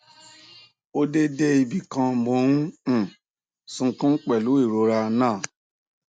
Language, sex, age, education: Yoruba, male, 46-60, tertiary